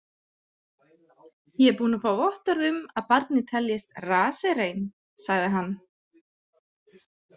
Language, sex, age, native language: Icelandic, female, 30-39, Icelandic